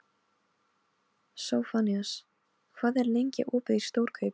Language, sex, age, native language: Icelandic, female, 13, Polish